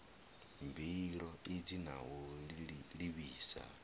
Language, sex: Venda, male